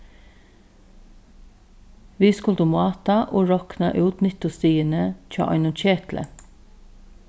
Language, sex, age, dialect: Faroese, female, 36-60, Norðurstreymoy/Eysturoy